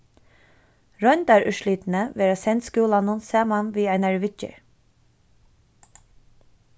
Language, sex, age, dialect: Faroese, female, 15-35, Suðurstreymoy